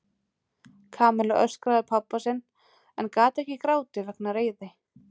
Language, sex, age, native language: Icelandic, female, 30-39, Icelandic